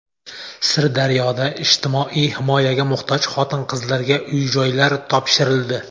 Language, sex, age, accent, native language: Uzbek, male, 19-29, Samarqand, Uzbek